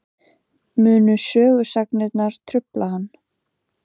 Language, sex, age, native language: Icelandic, female, 20-29, Icelandic